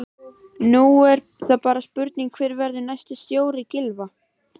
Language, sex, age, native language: Icelandic, female, 12, Icelandic